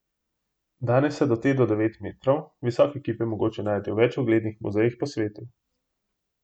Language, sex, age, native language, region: Slovenian, male, 18-29, Slovenian, Gorenjska region